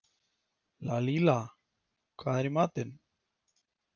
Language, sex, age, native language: Icelandic, male, 30-39, Icelandic